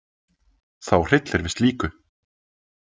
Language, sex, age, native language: Icelandic, male, 20-29, Icelandic